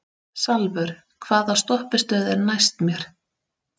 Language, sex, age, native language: Icelandic, female, 30-39, Icelandic